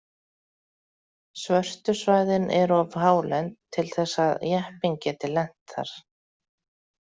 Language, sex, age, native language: Icelandic, female, 40-49, Icelandic